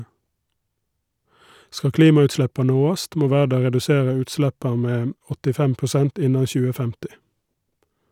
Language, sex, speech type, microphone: Norwegian, male, read, Shure